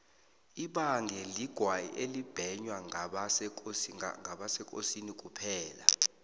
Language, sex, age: South Ndebele, male, 22